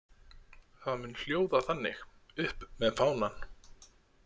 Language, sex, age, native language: Icelandic, male, 30-39, Icelandic